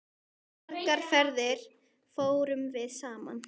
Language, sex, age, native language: Icelandic, male, 10, Icelandic